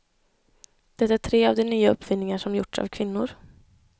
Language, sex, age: Swedish, female, 21